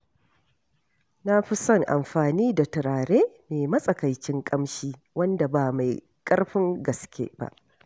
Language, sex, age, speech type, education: Hausa, female, 46-60, read, tertiary